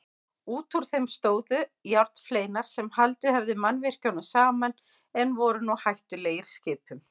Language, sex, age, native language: Icelandic, female, 50-59, Icelandic